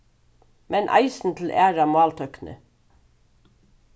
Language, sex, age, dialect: Faroese, female, 36-60, Suðurstreymoy